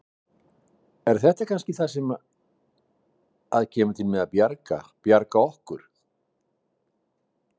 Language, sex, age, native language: Icelandic, male, 60-69, Icelandic